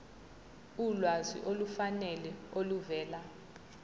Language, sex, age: Zulu, female, 20